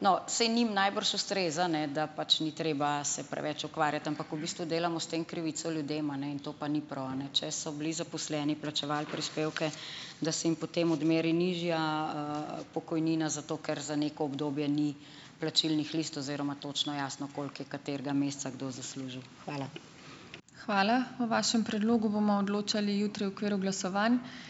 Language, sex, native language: Slovenian, female, Slovenian